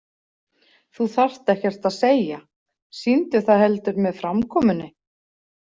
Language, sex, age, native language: Icelandic, female, 40-49, Icelandic